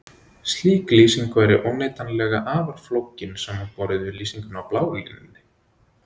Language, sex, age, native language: Icelandic, male, 20-29, Icelandic